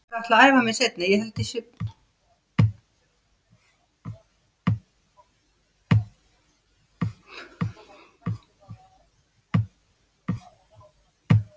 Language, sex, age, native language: Icelandic, female, 70-79, Icelandic